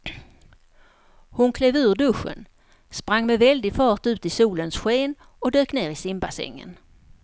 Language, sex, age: Swedish, female, 54